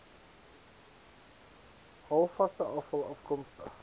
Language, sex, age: Afrikaans, male, 19